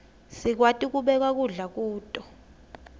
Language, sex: Swati, female